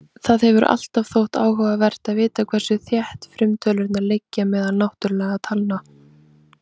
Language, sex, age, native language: Icelandic, female, 20-29, Icelandic